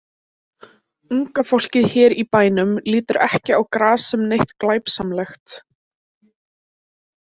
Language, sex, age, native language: Icelandic, female, 18-19, Icelandic